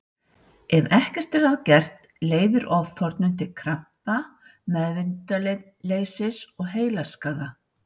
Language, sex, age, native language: Icelandic, female, 60-69, Icelandic